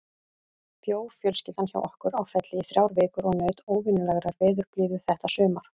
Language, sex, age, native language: Icelandic, female, 40-49, Icelandic